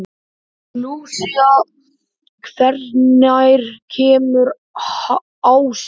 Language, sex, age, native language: Icelandic, male, 11, Icelandic